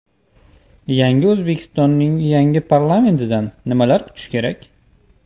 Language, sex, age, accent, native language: Uzbek, male, 25-34, Toshkent viloyati, Uzbek